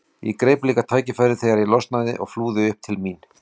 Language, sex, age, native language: Icelandic, male, 40-49, Icelandic